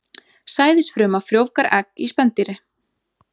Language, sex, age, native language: Icelandic, female, 20-29, Icelandic